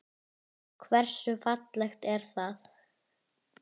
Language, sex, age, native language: Icelandic, female, 10, Icelandic